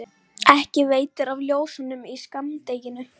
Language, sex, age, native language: Icelandic, female, 11, Icelandic